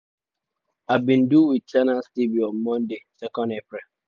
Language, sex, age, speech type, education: Nigerian Pidgin, male, 30-45, spontaneous, tertiary